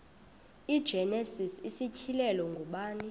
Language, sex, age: Xhosa, female, 26